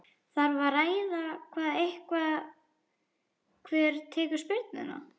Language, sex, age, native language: Icelandic, female, 11, Icelandic